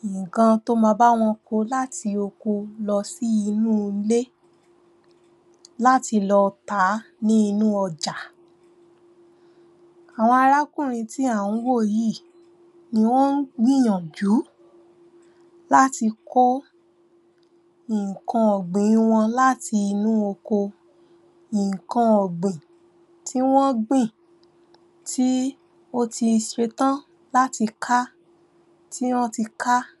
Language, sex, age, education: Yoruba, female, 15-29, primary